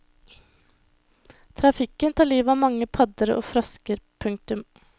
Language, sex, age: Norwegian, female, 21